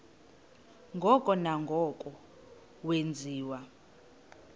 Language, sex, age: Xhosa, female, 18